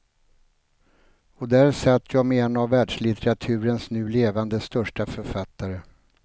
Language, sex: Swedish, male